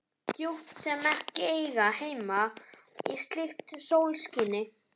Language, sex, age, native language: Icelandic, male, 11, Icelandic